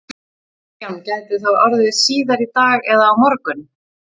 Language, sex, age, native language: Icelandic, female, 40-49, Icelandic